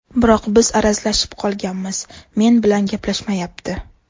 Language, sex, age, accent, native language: Uzbek, female, 18-24, Toshkent shahri, Uzbek